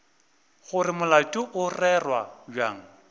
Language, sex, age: Northern Sotho, male, 24